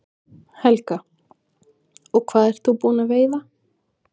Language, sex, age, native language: Icelandic, female, 20-29, Icelandic